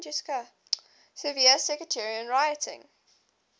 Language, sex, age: English, female, 20